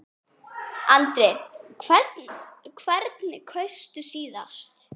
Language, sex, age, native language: Icelandic, female, 9, Icelandic